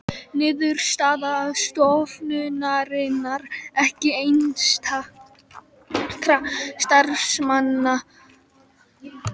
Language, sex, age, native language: Icelandic, female, 18-19, Icelandic